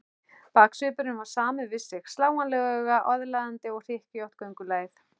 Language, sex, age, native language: Icelandic, male, 11, Icelandic